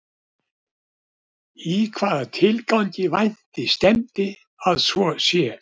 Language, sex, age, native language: Icelandic, male, 70-79, Icelandic